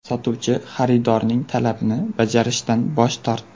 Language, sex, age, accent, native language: Uzbek, male, 18-24, Surxondaryo, Uzbek